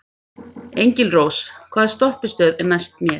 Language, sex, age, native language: Icelandic, female, 50-59, Icelandic